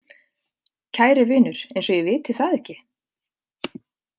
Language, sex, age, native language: Icelandic, female, 50-59, Icelandic